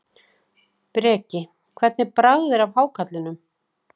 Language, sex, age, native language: Icelandic, female, 40-49, Icelandic